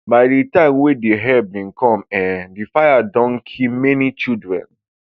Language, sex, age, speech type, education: Nigerian Pidgin, male, 15-29, spontaneous, tertiary